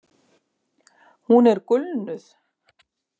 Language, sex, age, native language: Icelandic, female, 50-59, Icelandic